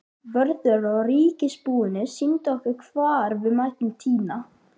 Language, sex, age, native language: Icelandic, male, 12, Icelandic